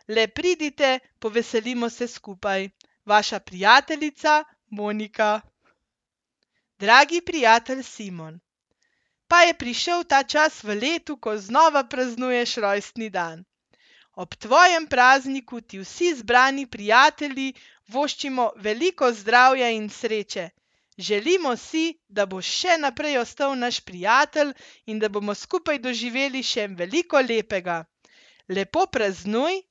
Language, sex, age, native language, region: Slovenian, female, 30-49, Slovenian, Central Slovenia